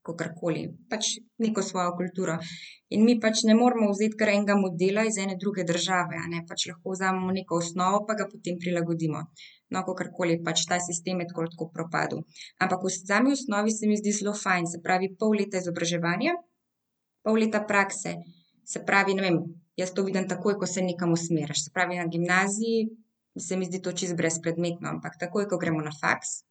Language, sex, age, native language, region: Slovenian, female, 18-29, Slovenian, Central Slovenia